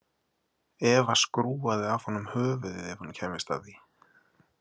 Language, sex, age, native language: Icelandic, male, 40-49, Icelandic